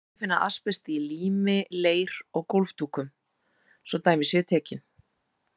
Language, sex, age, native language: Icelandic, female, 30-39, Icelandic